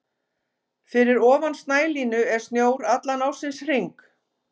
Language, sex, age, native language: Icelandic, female, 50-59, Icelandic